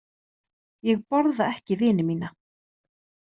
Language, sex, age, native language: Icelandic, female, 30-39, Icelandic